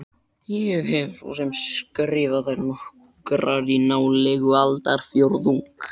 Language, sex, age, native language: Icelandic, male, 12, Icelandic